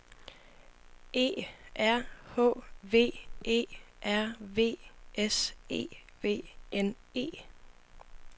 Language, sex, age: Danish, female, 25